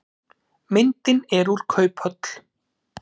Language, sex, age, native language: Icelandic, male, 30-39, Icelandic